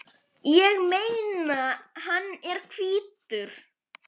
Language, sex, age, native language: Icelandic, male, 10, Icelandic